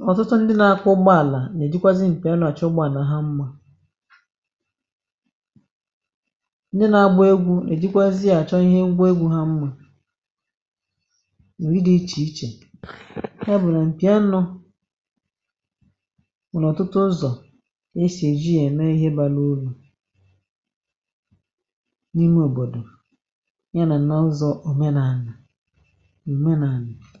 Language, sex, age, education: Igbo, female, 46-60, tertiary